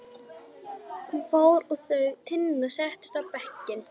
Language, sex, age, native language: Icelandic, female, 11, Icelandic